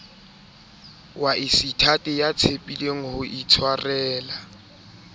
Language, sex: Southern Sotho, male